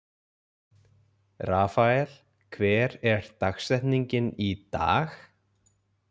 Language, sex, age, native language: Icelandic, male, 20-29, Icelandic